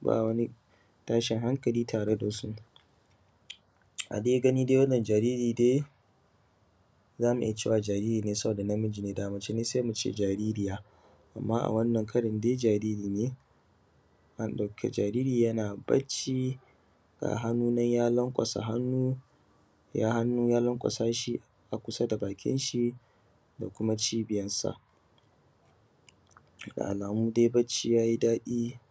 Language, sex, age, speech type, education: Hausa, male, 30-45, spontaneous, secondary